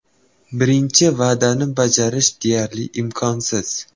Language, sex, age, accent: Uzbek, male, 12-17, Toshkent viloyati